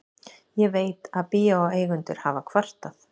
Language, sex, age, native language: Icelandic, female, 40-49, Icelandic